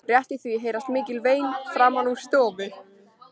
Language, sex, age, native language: Icelandic, female, 13, Icelandic